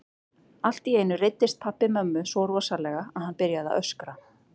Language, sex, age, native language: Icelandic, female, 30-39, Icelandic